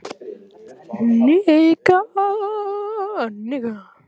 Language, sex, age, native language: Icelandic, male, 14, Icelandic